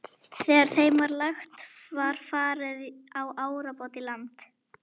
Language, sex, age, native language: Icelandic, female, 11, Icelandic